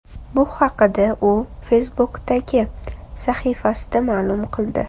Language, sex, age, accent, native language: Uzbek, female, 25-34, Toshkent shahri, Uzbek